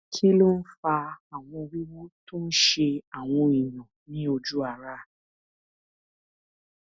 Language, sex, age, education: Yoruba, female, 15-29, tertiary